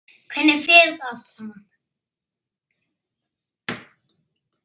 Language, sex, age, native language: Icelandic, male, 6, Icelandic